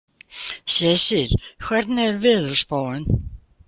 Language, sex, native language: Icelandic, female, Icelandic